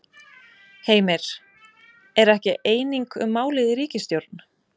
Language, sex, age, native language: Icelandic, female, 20-29, Icelandic